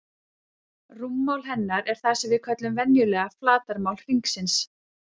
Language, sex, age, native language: Icelandic, female, 30-39, Icelandic